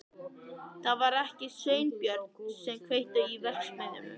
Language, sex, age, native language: Icelandic, male, 14, Icelandic